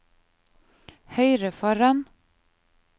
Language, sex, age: Norwegian, female, 30